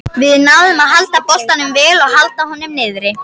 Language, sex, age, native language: Icelandic, female, 50-59, Icelandic